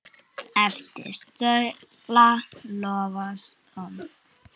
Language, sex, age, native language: Icelandic, female, 8, Icelandic